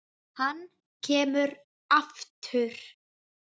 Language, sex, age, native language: Icelandic, male, 8, Icelandic